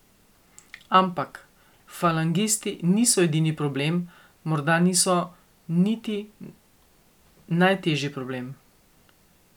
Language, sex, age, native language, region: Slovenian, female, 50-59, Slovenian, Coastal Karst region